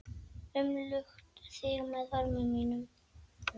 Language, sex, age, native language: Icelandic, male, 10, Icelandic